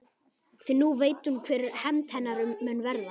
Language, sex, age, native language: Icelandic, male, 11, Icelandic